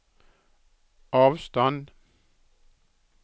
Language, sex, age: Norwegian, male, 63